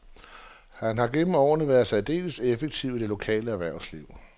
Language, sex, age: Danish, male, 47